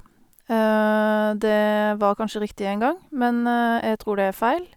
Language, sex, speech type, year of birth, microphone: Norwegian, female, spontaneous, 1988, Sennheiser